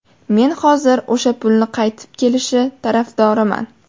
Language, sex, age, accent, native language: Uzbek, female, 18-24, Farg'ona, Uzbek